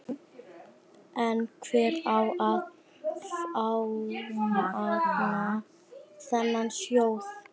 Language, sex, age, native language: Icelandic, female, 11, Icelandic